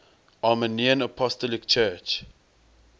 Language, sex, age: English, male, 20